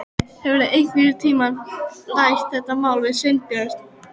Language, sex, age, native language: Icelandic, female, 12, Icelandic